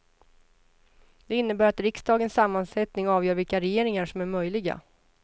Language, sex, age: Swedish, female, 33